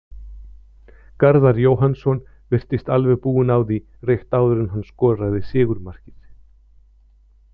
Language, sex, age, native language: Icelandic, male, 50-59, Icelandic